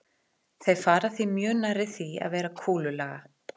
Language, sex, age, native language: Icelandic, female, 40-49, Icelandic